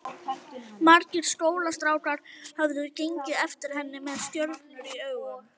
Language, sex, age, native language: Icelandic, female, 11, Icelandic